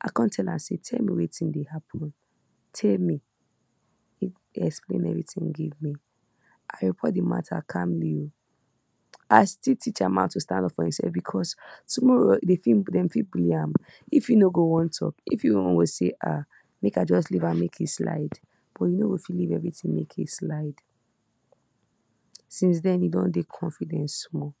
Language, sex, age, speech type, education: Nigerian Pidgin, female, 46-60, spontaneous, tertiary